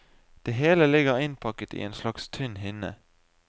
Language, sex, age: Norwegian, male, 20